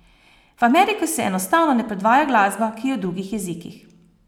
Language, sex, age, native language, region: Slovenian, female, 30-49, Slovenian, Posavska region